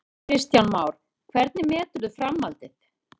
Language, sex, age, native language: Icelandic, female, 30-39, Icelandic